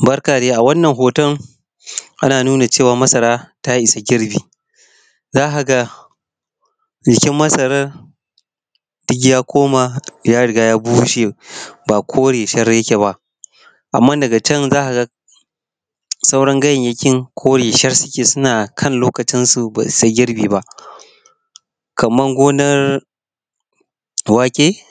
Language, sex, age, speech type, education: Hausa, male, 15-29, spontaneous, tertiary